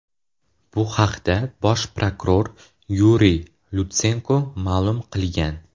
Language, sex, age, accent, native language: Uzbek, male, under 19, Toshkent viloyati, Uzbek